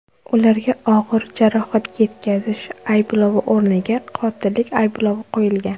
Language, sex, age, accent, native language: Uzbek, female, under 19, Surxondaryo, Uzbek